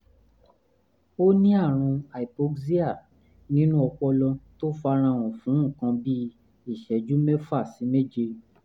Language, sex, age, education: Yoruba, male, 15-29, tertiary